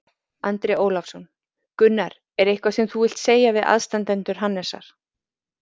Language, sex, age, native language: Icelandic, female, 40-49, Icelandic